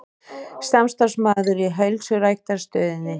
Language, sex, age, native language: Icelandic, female, 30-39, Icelandic